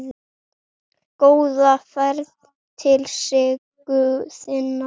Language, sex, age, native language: Icelandic, male, 8, Icelandic